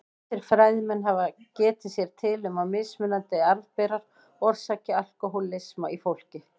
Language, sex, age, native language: Icelandic, female, 20-29, Icelandic